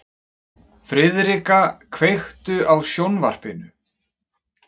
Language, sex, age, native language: Icelandic, male, 30-39, Icelandic